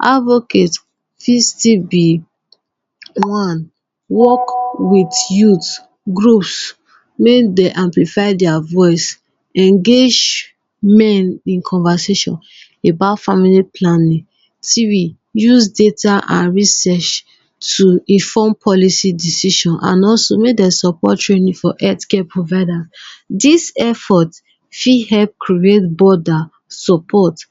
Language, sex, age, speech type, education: Nigerian Pidgin, female, 15-29, spontaneous, tertiary